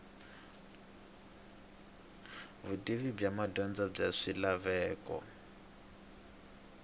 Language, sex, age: Tsonga, male, 22